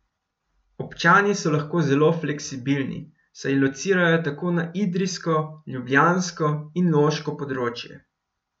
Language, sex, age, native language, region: Slovenian, male, 18-29, Slovenian, Gorenjska region